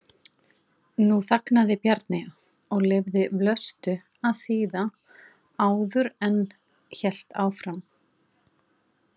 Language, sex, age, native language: Icelandic, female, 40-49, Icelandic